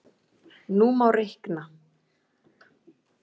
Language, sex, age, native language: Icelandic, female, 40-49, Icelandic